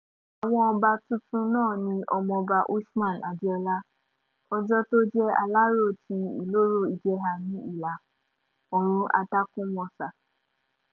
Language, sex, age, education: Yoruba, female, 15-29, tertiary